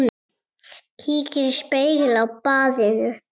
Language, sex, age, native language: Icelandic, male, 7, Icelandic